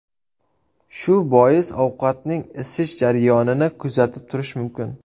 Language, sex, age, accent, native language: Uzbek, male, 18-24, Surxondaryo, Uzbek